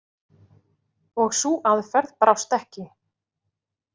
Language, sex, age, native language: Icelandic, female, 40-49, Icelandic